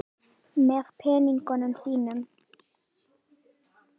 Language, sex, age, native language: Icelandic, female, 18-19, Icelandic